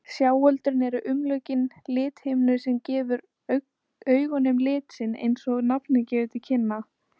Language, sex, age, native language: Icelandic, female, 18-19, Icelandic